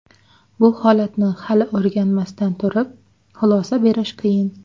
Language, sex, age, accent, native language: Uzbek, female, 19-29, Xorazm, Uzbek